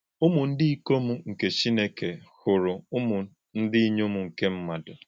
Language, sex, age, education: Igbo, male, 15-29, tertiary